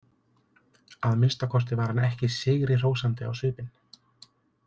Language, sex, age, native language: Icelandic, male, 30-39, Icelandic